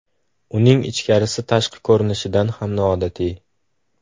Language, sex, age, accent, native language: Uzbek, male, under 19, Farg'ona, Uzbek